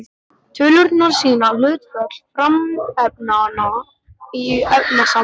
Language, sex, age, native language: Icelandic, male, 12, Icelandic